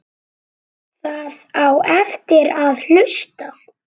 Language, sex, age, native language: Icelandic, male, 7, Icelandic